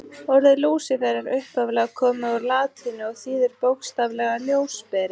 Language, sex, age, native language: Icelandic, female, 30-39, Icelandic